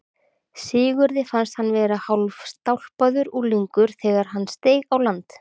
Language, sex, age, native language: Icelandic, female, 30-39, Icelandic